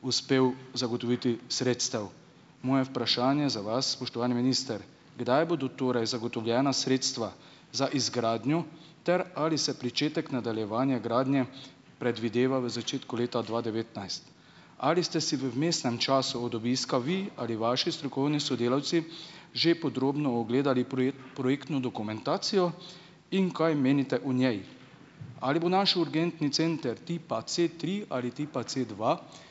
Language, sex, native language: Slovenian, male, Slovenian